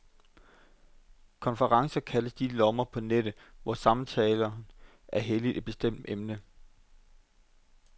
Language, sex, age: Danish, male, 25